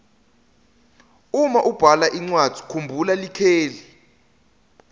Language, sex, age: Swati, male, 20